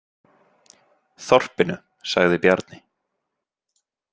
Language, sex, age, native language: Icelandic, male, 20-29, Icelandic